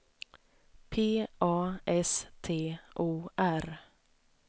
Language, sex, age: Swedish, female, 29